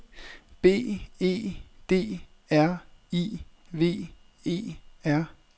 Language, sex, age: Danish, male, 30